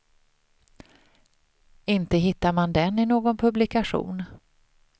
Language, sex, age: Swedish, female, 38